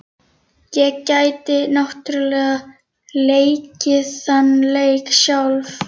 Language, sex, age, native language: Icelandic, female, 11, Icelandic